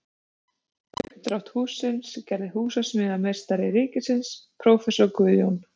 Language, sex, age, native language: Icelandic, female, 30-39, Icelandic